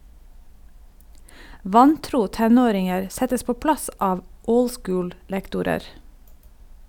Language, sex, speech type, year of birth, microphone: Norwegian, female, read, 1972, Sennheiser